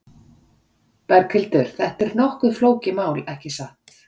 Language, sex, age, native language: Icelandic, female, 40-49, Icelandic